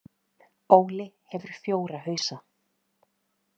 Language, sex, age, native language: Icelandic, female, 30-39, Icelandic